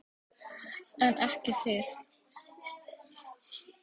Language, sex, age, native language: Icelandic, female, 18-19, Icelandic